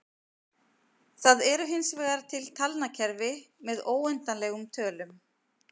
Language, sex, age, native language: Icelandic, female, 50-59, Icelandic